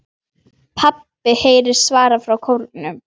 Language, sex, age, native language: Icelandic, female, 9, Icelandic